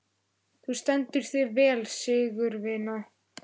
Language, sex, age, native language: Icelandic, male, 11, Icelandic